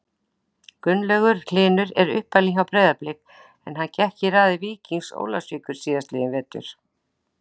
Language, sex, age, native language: Icelandic, female, 60-69, Icelandic